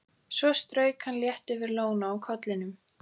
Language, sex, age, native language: Icelandic, female, 14, Icelandic